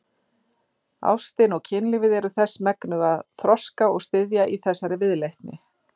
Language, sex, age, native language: Icelandic, female, 40-49, Icelandic